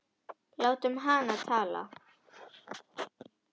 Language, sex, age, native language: Icelandic, female, 10, Icelandic